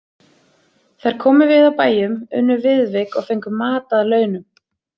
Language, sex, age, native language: Icelandic, female, 30-39, Icelandic